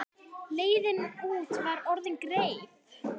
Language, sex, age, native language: Icelandic, female, 9, Icelandic